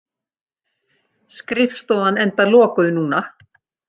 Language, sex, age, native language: Icelandic, female, 60-69, Icelandic